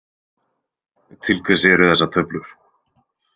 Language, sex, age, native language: Icelandic, male, 20-29, Icelandic